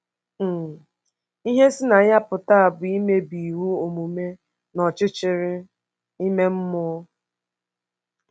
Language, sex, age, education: Igbo, female, 15-29, tertiary